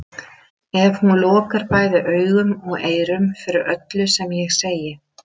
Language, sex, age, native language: Icelandic, female, 30-39, Icelandic